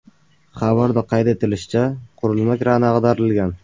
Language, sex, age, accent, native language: Uzbek, male, 18-24, Farg'ona, Uzbek